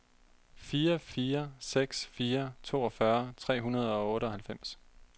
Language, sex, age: Danish, male, 30